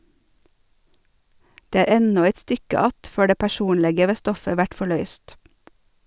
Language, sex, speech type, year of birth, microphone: Norwegian, female, read, 1970, Sennheiser